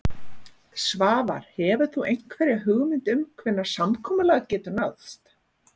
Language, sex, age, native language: Icelandic, female, 40-49, Icelandic